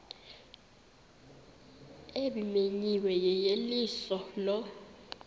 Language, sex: Xhosa, female